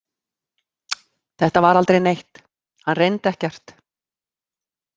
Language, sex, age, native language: Icelandic, female, 50-59, Icelandic